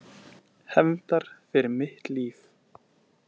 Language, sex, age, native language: Icelandic, male, 20-29, Icelandic